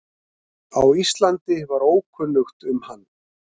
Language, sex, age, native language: Icelandic, male, 50-59, Icelandic